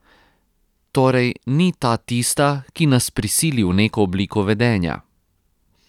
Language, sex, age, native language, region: Slovenian, male, 30-49, Croatian, Posavska region